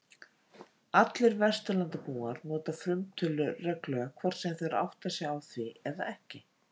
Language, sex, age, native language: Icelandic, female, 50-59, Icelandic